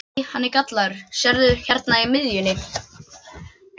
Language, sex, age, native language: Icelandic, other, 12, Icelandic